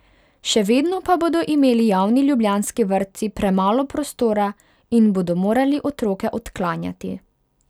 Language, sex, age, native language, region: Slovenian, female, 18-29, Hungarian, Pomurje region